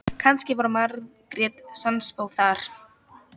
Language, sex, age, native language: Icelandic, female, 18-19, Icelandic